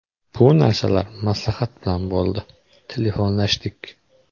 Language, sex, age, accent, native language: Uzbek, male, 18-24, Qoraqalpog'iston, Uzbek